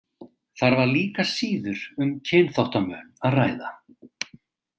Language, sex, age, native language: Icelandic, male, 40-49, Icelandic